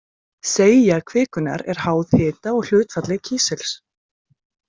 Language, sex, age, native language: Icelandic, female, 20-29, Icelandic